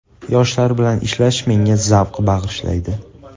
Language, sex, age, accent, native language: Uzbek, male, 18-24, Andijon, Uzbek